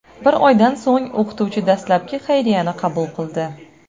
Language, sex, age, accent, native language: Uzbek, female, 25-34, Navoiy, Uzbek